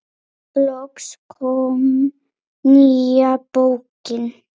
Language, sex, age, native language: Icelandic, female, 8, Polish